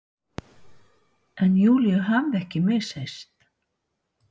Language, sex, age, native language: Icelandic, female, 60-69, Icelandic